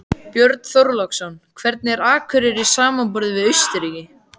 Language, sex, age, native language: Icelandic, male, 14, Icelandic